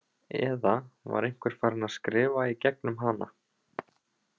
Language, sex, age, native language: Icelandic, male, 20-29, Icelandic